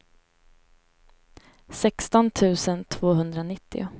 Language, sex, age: Swedish, female, 18